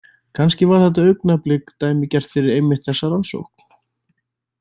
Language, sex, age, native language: Icelandic, male, 20-29, Icelandic